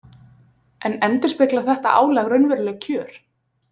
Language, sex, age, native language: Icelandic, female, 20-29, Icelandic